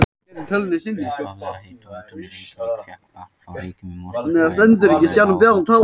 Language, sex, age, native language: Icelandic, male, 18-19, Icelandic